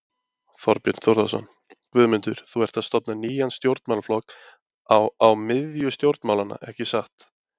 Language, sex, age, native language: Icelandic, male, 20-29, Icelandic